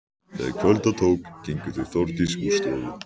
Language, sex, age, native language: Icelandic, male, 14, Icelandic